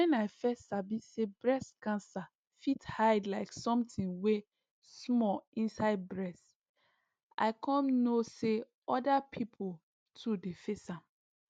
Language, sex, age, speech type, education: Nigerian Pidgin, female, 15-29, spontaneous, tertiary